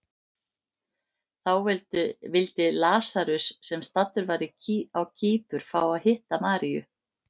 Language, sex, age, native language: Icelandic, female, 50-59, Icelandic